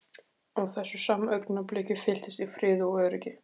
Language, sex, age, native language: Icelandic, male, 15, Icelandic